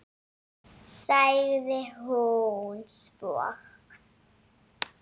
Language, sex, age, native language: Icelandic, female, 7, Icelandic